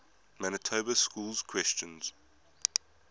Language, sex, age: English, male, 22